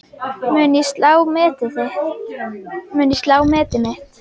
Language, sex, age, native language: Icelandic, female, 10, Icelandic